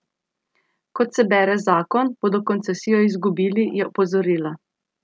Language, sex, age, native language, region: Slovenian, female, 30-49, Slovenian, Central Slovenia